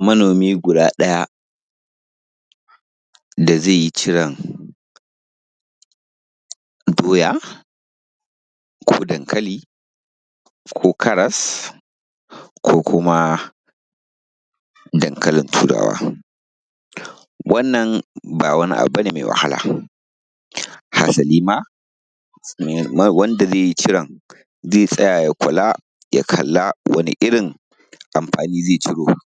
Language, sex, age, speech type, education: Hausa, male, 15-29, spontaneous, primary